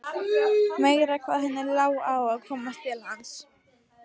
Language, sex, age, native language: Icelandic, female, 12, Icelandic